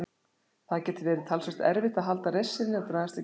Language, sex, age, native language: Icelandic, female, 60-69, Icelandic